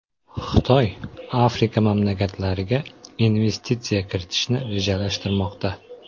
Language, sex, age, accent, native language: Uzbek, male, 18-24, Qoraqalpog'iston, Uzbek